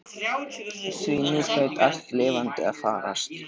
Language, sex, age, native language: Icelandic, male, 13, Icelandic